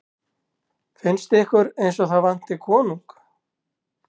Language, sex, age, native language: Icelandic, male, 60-69, Icelandic